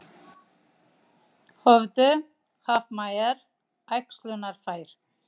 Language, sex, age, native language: Icelandic, female, 30-39, Icelandic